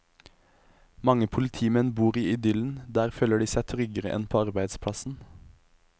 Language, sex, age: Norwegian, male, 23